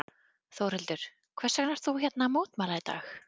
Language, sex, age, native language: Icelandic, female, 30-39, Icelandic